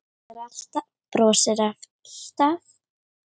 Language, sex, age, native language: Icelandic, female, 9, Icelandic